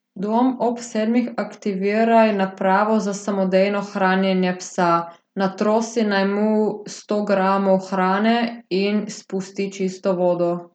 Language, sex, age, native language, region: Slovenian, female, 18-29, Slovenian, Gorica region